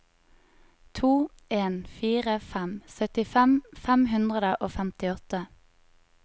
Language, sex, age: Norwegian, female, 25